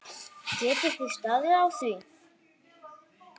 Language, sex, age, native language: Icelandic, male, 9, Icelandic